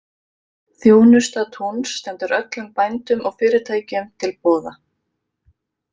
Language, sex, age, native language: Icelandic, female, 30-39, Icelandic